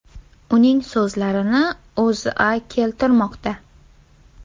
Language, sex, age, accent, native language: Uzbek, female, 18-24, Toshkent viloyati, Uzbek